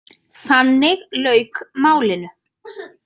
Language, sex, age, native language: Icelandic, female, 30-39, Icelandic